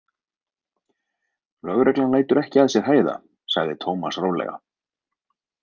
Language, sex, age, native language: Icelandic, male, 20-29, Icelandic